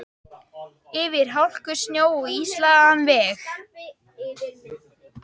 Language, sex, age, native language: Icelandic, male, 12, Icelandic